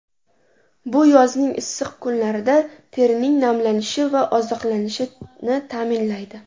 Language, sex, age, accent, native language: Uzbek, female, 18-24, Namangan, Uzbek